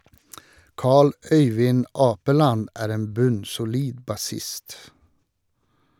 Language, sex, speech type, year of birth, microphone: Norwegian, male, read, 1952, Shure